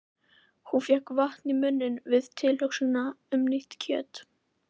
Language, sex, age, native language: Icelandic, female, 11, Icelandic